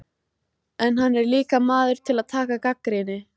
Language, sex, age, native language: Icelandic, female, 14, Icelandic